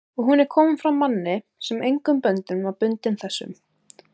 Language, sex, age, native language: Icelandic, female, 18-19, Icelandic